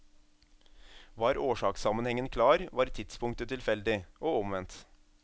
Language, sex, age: Norwegian, male, 27